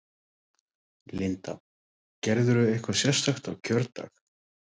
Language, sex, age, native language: Icelandic, male, 30-39, Icelandic